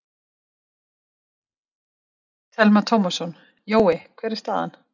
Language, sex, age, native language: Icelandic, female, 30-39, Icelandic